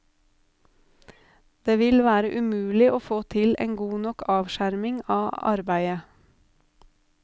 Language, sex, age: Norwegian, female, 32